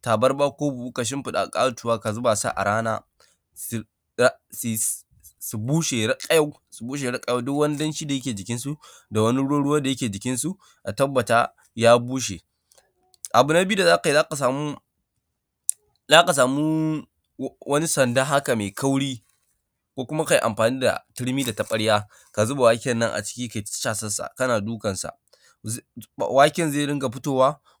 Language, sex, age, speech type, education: Hausa, male, 15-29, spontaneous, primary